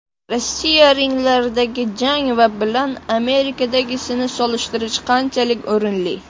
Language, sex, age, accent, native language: Uzbek, male, under 19, Namangan, Uzbek